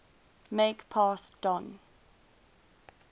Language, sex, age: English, female, 22